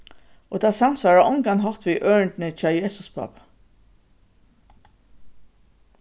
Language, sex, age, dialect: Faroese, female, 36-60, Suðurstreymoy